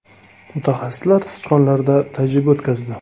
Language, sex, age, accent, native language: Uzbek, male, 25-34, Toshkent viloyati, Uzbek